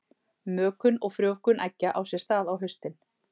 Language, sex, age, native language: Icelandic, male, 30-39, Icelandic